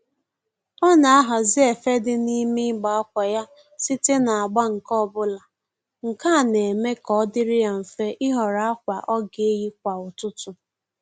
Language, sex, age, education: Igbo, female, 15-29, tertiary